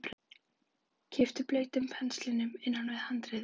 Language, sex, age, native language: Icelandic, female, 11, Icelandic